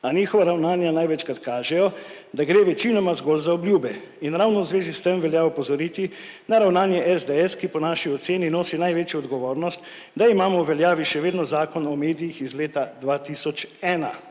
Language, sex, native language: Slovenian, male, Slovenian